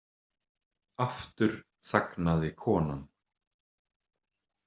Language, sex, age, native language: Icelandic, male, 30-39, Icelandic